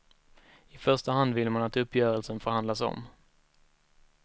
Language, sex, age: Swedish, male, 19